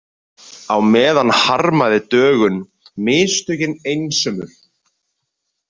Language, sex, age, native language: Icelandic, male, 20-29, Icelandic